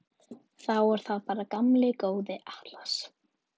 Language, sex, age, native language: Icelandic, female, 11, Icelandic